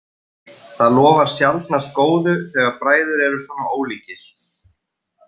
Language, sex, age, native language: Icelandic, male, 30-39, Icelandic